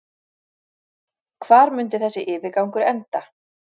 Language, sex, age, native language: Icelandic, female, 40-49, Icelandic